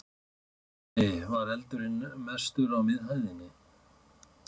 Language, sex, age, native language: Icelandic, male, 50-59, Icelandic